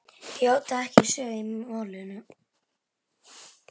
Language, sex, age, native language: Icelandic, male, 10, Icelandic